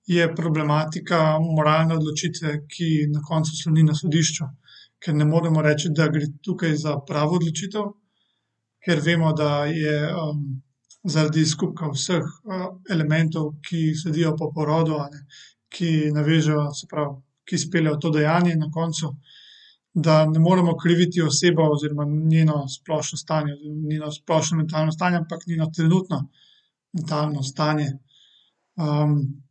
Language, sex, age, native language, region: Slovenian, male, 18-29, Slovenian, Central Slovenia